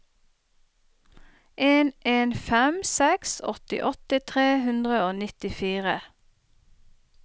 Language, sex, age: Norwegian, female, 30